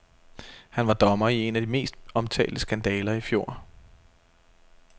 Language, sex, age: Danish, male, 32